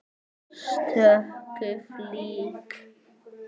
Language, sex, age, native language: Icelandic, male, 8, Icelandic